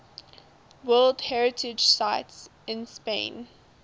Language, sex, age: English, female, 19